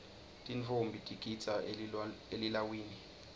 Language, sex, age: Swati, male, 20